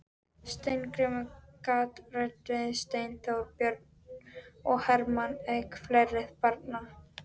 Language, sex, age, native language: Icelandic, female, 13, Icelandic